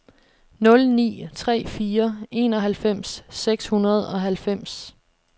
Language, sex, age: Danish, female, 26